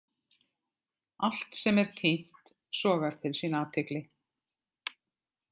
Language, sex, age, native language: Icelandic, female, 50-59, Icelandic